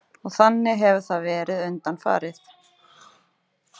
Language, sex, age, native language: Icelandic, female, 30-39, Icelandic